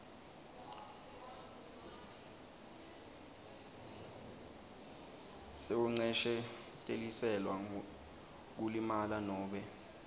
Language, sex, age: Swati, male, 19